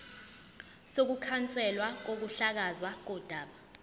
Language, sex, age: Zulu, female, 20